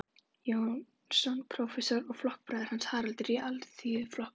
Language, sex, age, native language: Icelandic, female, 11, Icelandic